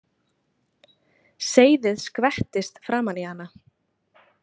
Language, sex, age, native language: Icelandic, female, 20-29, Icelandic